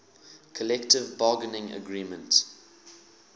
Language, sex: English, male